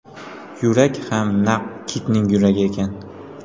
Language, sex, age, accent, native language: Uzbek, male, 18-24, Qoraqalpog'iston, Uzbek